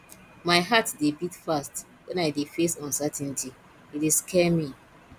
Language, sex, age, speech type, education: Nigerian Pidgin, female, 30-45, spontaneous, tertiary